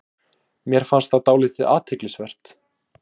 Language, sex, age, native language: Icelandic, male, 18-19, Icelandic